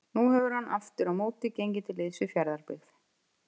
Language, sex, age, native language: Icelandic, female, 50-59, Icelandic